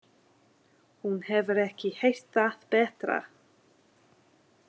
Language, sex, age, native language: Icelandic, female, 30-39, English